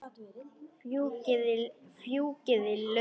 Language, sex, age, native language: Icelandic, male, 10, Polish